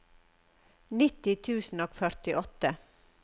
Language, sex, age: Norwegian, female, 54